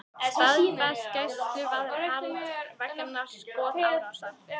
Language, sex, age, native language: Icelandic, female, 18-19, Icelandic